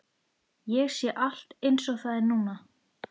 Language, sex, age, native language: Icelandic, female, 13, Icelandic